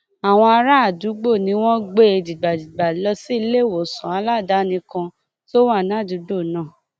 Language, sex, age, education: Yoruba, female, 30-45, tertiary